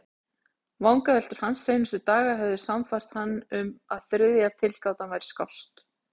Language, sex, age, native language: Icelandic, female, 40-49, Icelandic